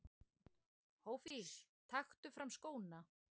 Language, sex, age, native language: Icelandic, female, 20-29, Icelandic